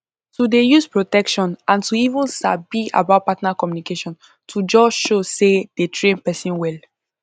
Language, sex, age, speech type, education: Nigerian Pidgin, female, 15-29, spontaneous, tertiary